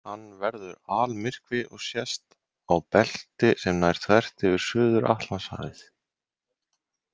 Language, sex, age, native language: Icelandic, male, 30-39, Icelandic